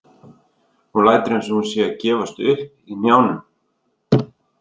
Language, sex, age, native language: Icelandic, male, 30-39, Icelandic